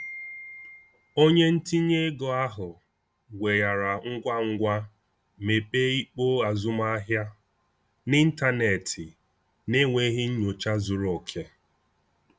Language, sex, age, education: Igbo, male, 15-29, tertiary